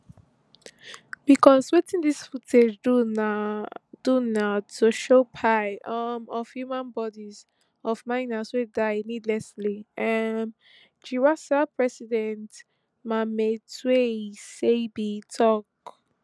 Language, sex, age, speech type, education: Nigerian Pidgin, female, 15-29, spontaneous, tertiary